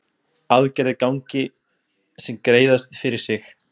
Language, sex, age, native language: Icelandic, male, 20-29, Icelandic